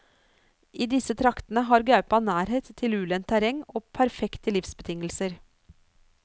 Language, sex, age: Norwegian, female, 49